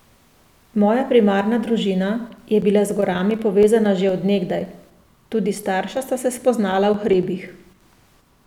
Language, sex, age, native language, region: Slovenian, female, 30-49, Slovenian, Central Slovenia